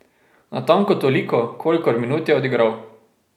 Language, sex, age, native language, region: Slovenian, male, 18-29, Slovenian, Drava region